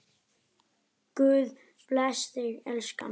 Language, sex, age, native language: Icelandic, male, 9, Icelandic